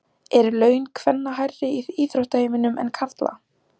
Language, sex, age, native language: Icelandic, female, 14, Icelandic